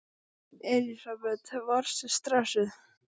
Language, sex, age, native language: Icelandic, male, 12, Icelandic